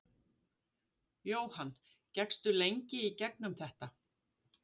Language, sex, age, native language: Icelandic, female, 50-59, Icelandic